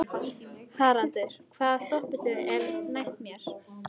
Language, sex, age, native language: Icelandic, female, 14, Icelandic